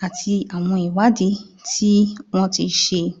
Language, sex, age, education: Yoruba, female, 30-45, tertiary